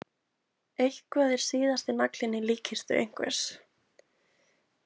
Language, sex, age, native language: Icelandic, female, 20-29, Icelandic